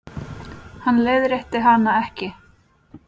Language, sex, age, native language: Icelandic, female, 30-39, Icelandic